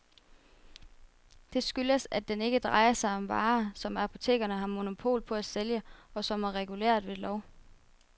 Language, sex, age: Danish, female, 24